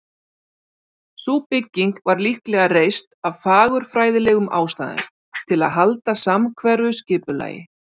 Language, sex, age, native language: Icelandic, female, 40-49, Icelandic